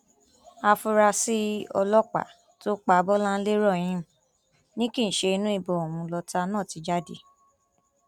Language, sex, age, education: Yoruba, female, 15-29, tertiary